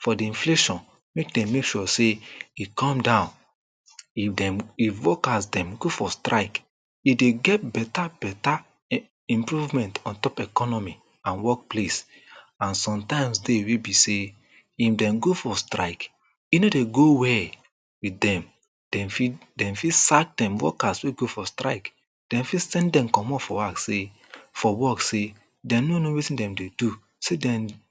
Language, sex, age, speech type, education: Nigerian Pidgin, male, 30-45, spontaneous, tertiary